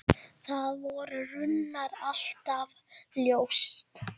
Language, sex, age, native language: Icelandic, male, 10, Icelandic